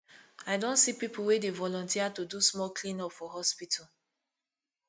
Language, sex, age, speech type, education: Nigerian Pidgin, female, 15-29, spontaneous, tertiary